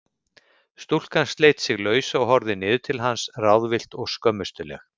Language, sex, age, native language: Icelandic, male, 50-59, Icelandic